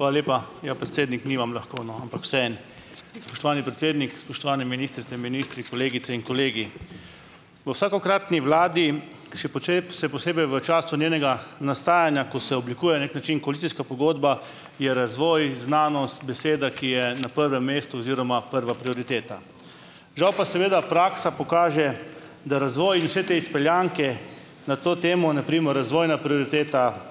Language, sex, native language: Slovenian, male, Slovenian